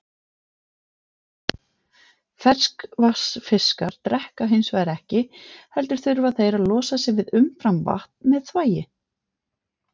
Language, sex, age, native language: Icelandic, female, 40-49, Icelandic